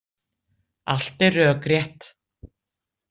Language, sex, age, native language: Icelandic, female, 60-69, Icelandic